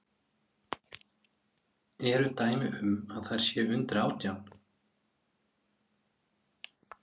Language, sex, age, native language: Icelandic, male, 30-39, Icelandic